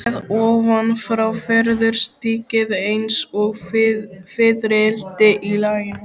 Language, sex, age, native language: Icelandic, male, 12, Icelandic